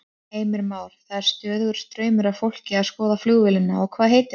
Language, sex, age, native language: Icelandic, female, 30-39, Icelandic